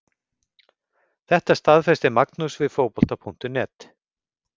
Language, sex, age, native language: Icelandic, male, 50-59, Icelandic